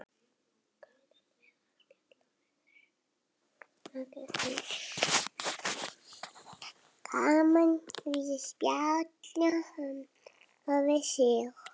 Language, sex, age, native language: Icelandic, female, 10, Icelandic